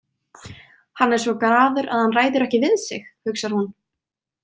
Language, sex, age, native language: Icelandic, female, 20-29, Icelandic